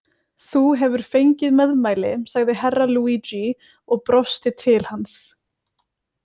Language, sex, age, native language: Icelandic, female, 20-29, Icelandic